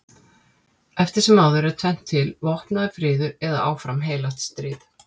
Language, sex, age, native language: Icelandic, female, 50-59, Icelandic